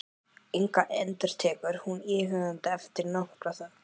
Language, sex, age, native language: Icelandic, female, 12, Icelandic